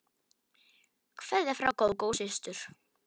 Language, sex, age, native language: Icelandic, male, 10, Polish